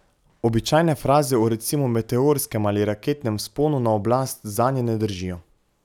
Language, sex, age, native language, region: Slovenian, male, 18-29, Slovenian, Pomurje region